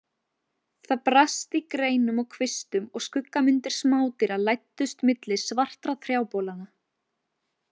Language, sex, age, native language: Icelandic, female, 20-29, Icelandic